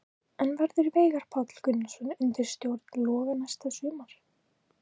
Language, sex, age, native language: Icelandic, female, 18-19, Icelandic